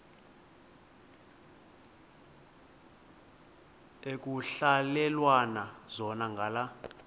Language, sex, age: Xhosa, male, 20